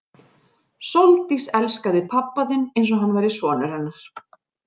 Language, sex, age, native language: Icelandic, female, 40-49, Icelandic